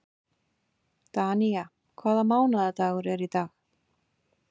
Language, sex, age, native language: Icelandic, female, 50-59, Icelandic